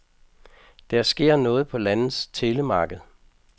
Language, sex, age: Danish, male, 55